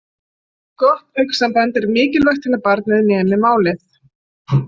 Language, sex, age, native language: Icelandic, female, 40-49, Icelandic